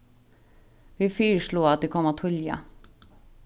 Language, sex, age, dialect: Faroese, female, 15-35, Sandoy